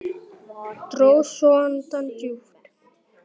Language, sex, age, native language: Icelandic, male, 9, Icelandic